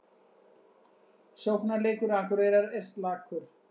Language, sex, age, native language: Icelandic, female, 60-69, Icelandic